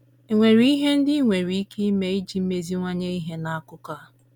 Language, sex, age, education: Igbo, female, 30-45, tertiary